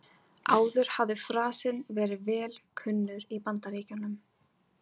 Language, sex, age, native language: Icelandic, female, 18-19, Icelandic